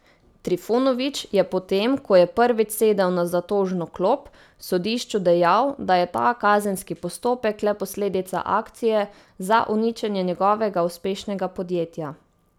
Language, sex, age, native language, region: Slovenian, female, 18-29, Slovenian, Savinja region